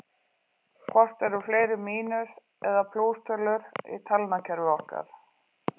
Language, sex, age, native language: Icelandic, female, 40-49, Icelandic